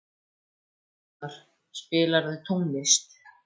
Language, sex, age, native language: Icelandic, male, 14, Icelandic